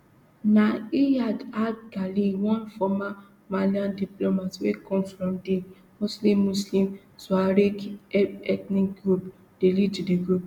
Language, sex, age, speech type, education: Nigerian Pidgin, female, 15-29, spontaneous, tertiary